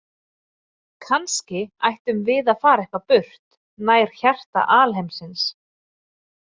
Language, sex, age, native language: Icelandic, female, 30-39, Icelandic